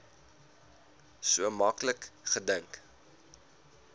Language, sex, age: Afrikaans, male, 19